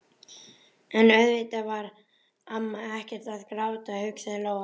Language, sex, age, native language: Icelandic, male, 11, Icelandic